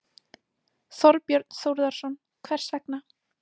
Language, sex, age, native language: Icelandic, female, 18-19, Icelandic